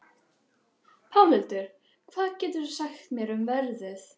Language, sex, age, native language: Icelandic, other, 12, Icelandic